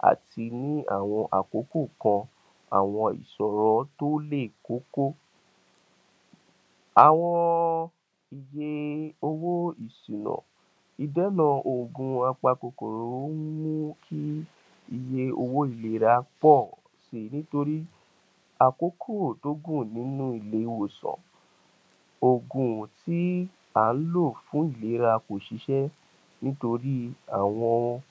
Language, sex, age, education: Yoruba, male, 46-60, tertiary